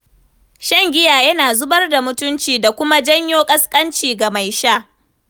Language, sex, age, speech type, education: Hausa, female, 15-29, read, tertiary